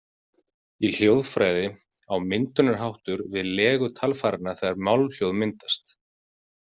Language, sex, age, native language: Icelandic, male, 40-49, Icelandic